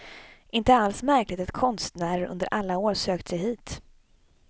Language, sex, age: Swedish, female, 26